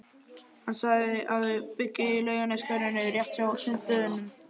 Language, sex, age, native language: Icelandic, male, 11, Icelandic